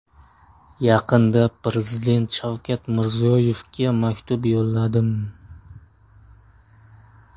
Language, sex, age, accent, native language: Uzbek, male, 18-24, Surxondaryo, Uzbek